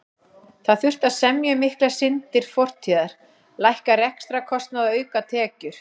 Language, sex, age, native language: Icelandic, female, 40-49, Icelandic